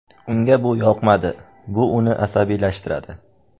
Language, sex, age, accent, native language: Uzbek, male, under 19, Andijon, Uzbek